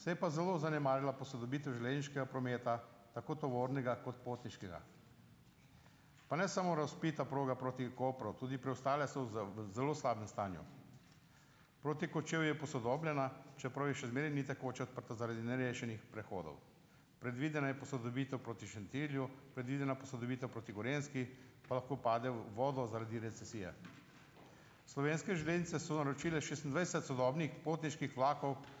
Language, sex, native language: Slovenian, male, Slovenian